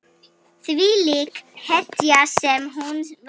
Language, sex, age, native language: Icelandic, female, 9, Icelandic